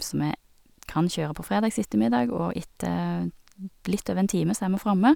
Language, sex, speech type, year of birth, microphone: Norwegian, female, spontaneous, 1969, Sennheiser